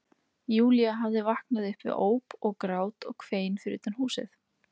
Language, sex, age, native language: Icelandic, female, 20-29, Icelandic